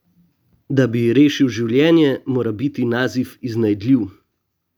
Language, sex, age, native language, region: Slovenian, male, 18-29, Slovenian, Gorenjska region